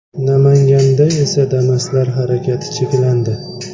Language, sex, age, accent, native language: Uzbek, male, 25-34, Samarqand, Uzbek